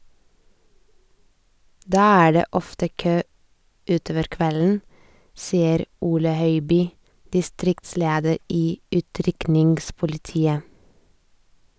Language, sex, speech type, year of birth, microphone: Norwegian, female, read, 1986, Sennheiser